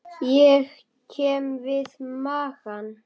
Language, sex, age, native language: Icelandic, male, 8, Icelandic